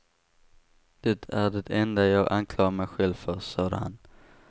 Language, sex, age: Swedish, male, 18